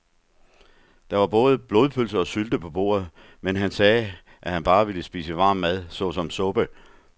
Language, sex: Danish, male